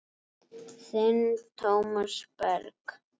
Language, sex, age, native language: Icelandic, female, 7, Icelandic